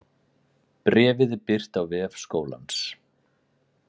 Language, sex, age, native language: Icelandic, male, 40-49, Icelandic